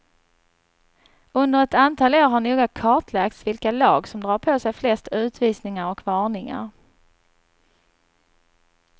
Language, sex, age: Swedish, female, 39